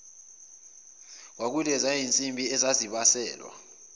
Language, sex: Zulu, male